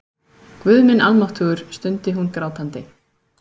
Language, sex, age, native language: Icelandic, female, 30-39, Icelandic